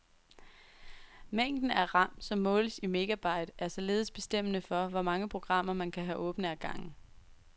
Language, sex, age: Danish, female, 23